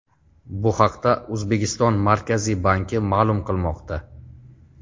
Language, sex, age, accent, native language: Uzbek, male, 35+, Farg'ona, Uzbek